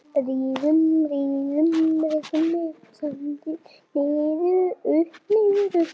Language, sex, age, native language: Icelandic, male, 7, Icelandic